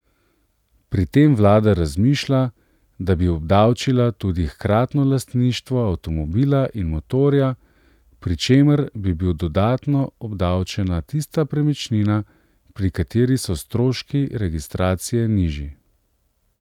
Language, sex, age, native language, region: Slovenian, male, 30-49, Slovenian, Central Slovenia